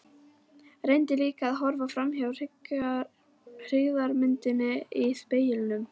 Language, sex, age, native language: Icelandic, female, 11, Icelandic